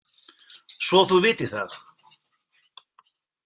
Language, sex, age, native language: Icelandic, male, 40-49, Icelandic